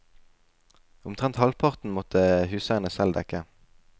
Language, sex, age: Norwegian, male, 20